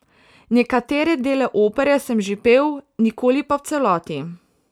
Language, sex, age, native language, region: Slovenian, female, 18-29, Slovenian, Savinja region